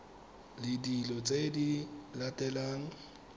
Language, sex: Tswana, male